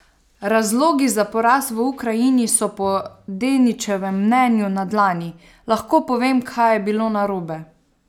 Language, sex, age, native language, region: Slovenian, female, 30-49, Slovenian, Savinja region